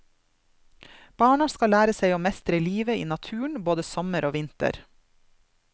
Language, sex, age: Norwegian, female, 32